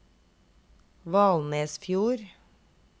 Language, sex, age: Norwegian, female, 32